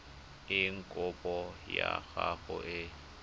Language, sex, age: Tswana, male, 25